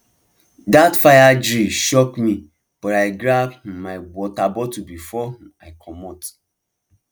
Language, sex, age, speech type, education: Nigerian Pidgin, male, 15-29, spontaneous, tertiary